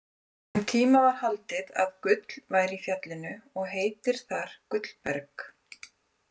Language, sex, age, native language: Icelandic, female, 40-49, Icelandic